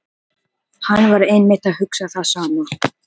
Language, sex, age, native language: Icelandic, male, 13, Filipino